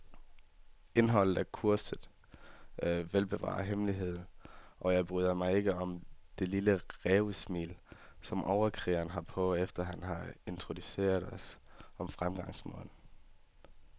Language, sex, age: Danish, male, 18